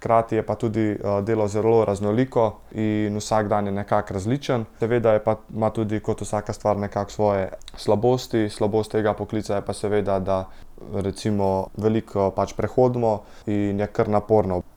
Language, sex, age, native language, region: Slovenian, male, 18-29, Slovenian, Central Slovenia